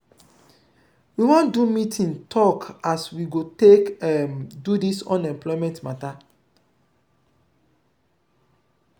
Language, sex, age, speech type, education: Nigerian Pidgin, male, 30-45, spontaneous, tertiary